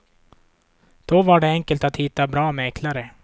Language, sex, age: Swedish, male, 26